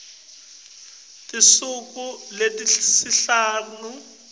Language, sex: Swati, male